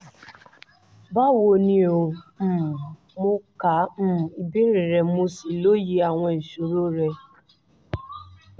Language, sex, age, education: Yoruba, female, 30-45, tertiary